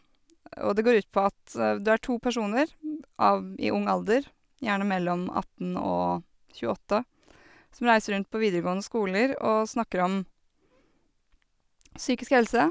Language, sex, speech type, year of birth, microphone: Norwegian, female, spontaneous, 1986, Sennheiser